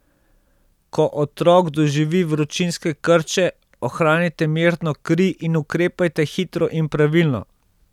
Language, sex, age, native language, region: Slovenian, male, 30-49, Slovenian, Central Slovenia